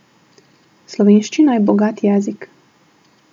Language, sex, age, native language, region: Slovenian, female, 18-29, Slovenian, Southeast Slovenia